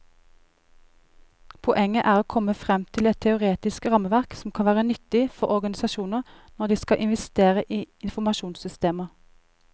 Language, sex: Norwegian, female